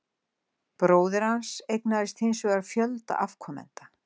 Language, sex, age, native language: Icelandic, female, 60-69, Icelandic